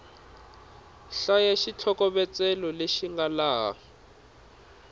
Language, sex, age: Tsonga, male, 26